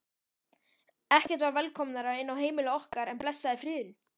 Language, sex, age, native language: Icelandic, male, 13, Icelandic